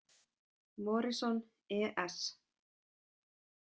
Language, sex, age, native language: Icelandic, female, 40-49, Icelandic